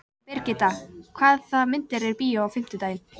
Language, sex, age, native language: Icelandic, female, 14, Icelandic